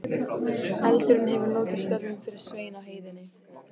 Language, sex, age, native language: Icelandic, female, 15, Icelandic